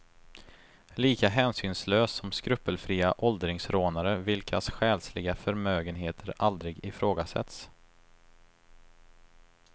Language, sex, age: Swedish, male, 23